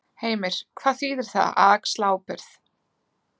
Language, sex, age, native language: Icelandic, female, 20-29, Icelandic